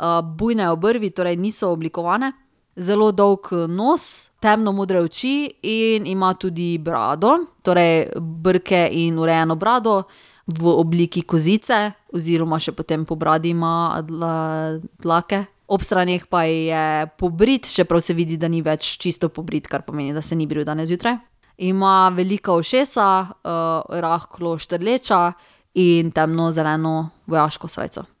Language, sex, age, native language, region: Slovenian, female, 30-49, Slovenian, Drava region